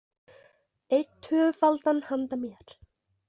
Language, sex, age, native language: Icelandic, female, 20-29, Icelandic